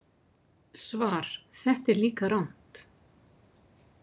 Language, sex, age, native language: Icelandic, female, 50-59, Icelandic